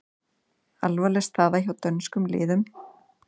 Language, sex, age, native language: Icelandic, female, 30-39, Icelandic